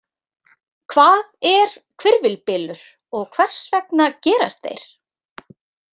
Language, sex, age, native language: Icelandic, female, 30-39, Icelandic